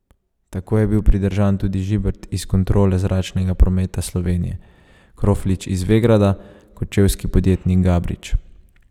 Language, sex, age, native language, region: Slovenian, male, 30-49, Slovenian, Savinja region